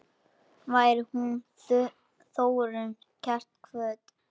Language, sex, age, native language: Icelandic, male, 10, Icelandic